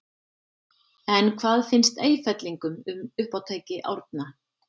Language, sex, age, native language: Icelandic, female, 50-59, Icelandic